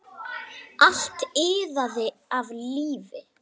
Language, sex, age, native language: Icelandic, female, 9, Icelandic